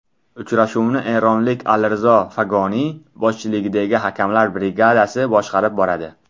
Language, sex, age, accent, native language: Uzbek, male, under 19, Buxoro, Tajik